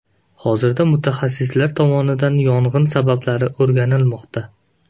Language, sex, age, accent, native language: Uzbek, male, 18-24, Namangan, Uzbek